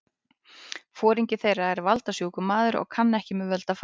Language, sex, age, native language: Icelandic, female, 18-19, Icelandic